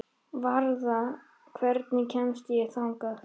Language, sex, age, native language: Icelandic, female, 13, Icelandic